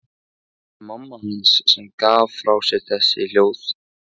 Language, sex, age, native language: Icelandic, male, 15, Icelandic